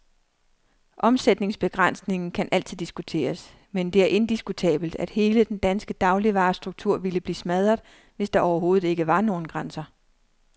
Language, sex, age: Danish, female, 39